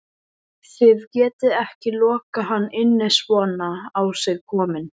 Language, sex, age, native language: Icelandic, male, 11, Icelandic